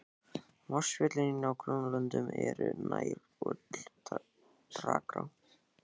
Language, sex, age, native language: Icelandic, male, 14, Icelandic